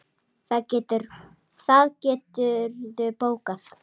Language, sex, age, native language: Icelandic, female, 7, Icelandic